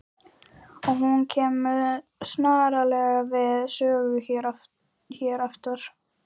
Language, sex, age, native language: Icelandic, female, 12, Icelandic